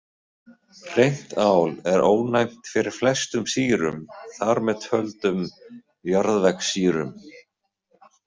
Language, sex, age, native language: Icelandic, male, 20-29, Icelandic